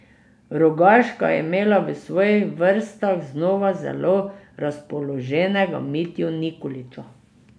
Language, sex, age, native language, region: Slovenian, female, 60+, Slovenian, Drava region